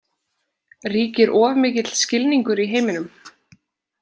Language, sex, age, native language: Icelandic, female, 20-29, Icelandic